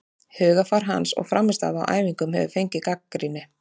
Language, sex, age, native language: Icelandic, female, 30-39, Icelandic